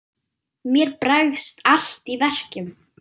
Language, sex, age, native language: Icelandic, female, 9, German